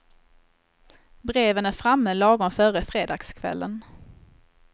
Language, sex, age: Swedish, female, 21